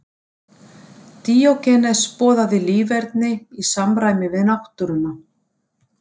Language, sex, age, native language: Icelandic, female, 60-69, Icelandic